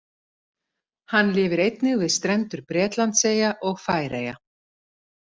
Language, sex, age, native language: Icelandic, female, 50-59, Icelandic